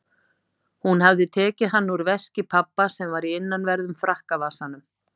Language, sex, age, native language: Icelandic, female, 50-59, Icelandic